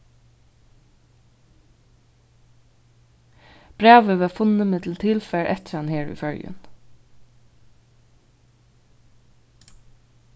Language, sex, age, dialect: Faroese, female, 36-60, Vágar